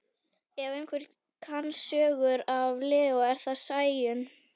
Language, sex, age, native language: Icelandic, female, 11, Icelandic